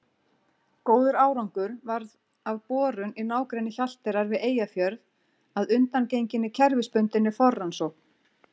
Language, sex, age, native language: Icelandic, female, 40-49, Icelandic